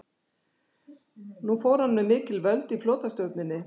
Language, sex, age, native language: Icelandic, female, 60-69, Icelandic